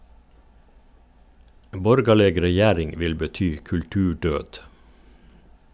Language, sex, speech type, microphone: Norwegian, male, read, Shure